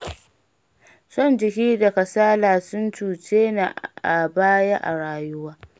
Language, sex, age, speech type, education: Hausa, female, 30-45, read, primary